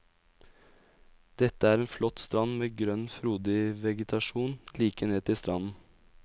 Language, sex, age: Norwegian, male, 20